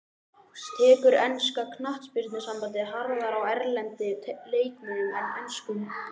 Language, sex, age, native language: Icelandic, male, 11, Icelandic